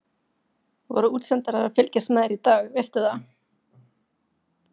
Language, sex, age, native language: Icelandic, female, 30-39, Icelandic